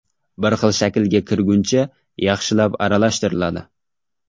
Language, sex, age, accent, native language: Uzbek, male, 19-29, Jizzax, Uzbek